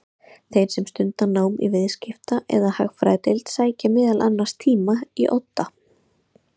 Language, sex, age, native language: Icelandic, female, 30-39, Icelandic